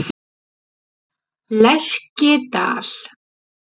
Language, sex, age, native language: Icelandic, female, 40-49, Icelandic